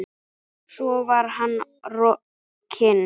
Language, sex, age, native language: Icelandic, female, 9, Icelandic